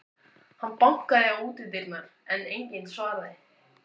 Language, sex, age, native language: Icelandic, male, 14, Icelandic